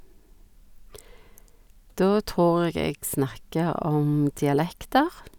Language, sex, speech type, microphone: Norwegian, female, spontaneous, Sennheiser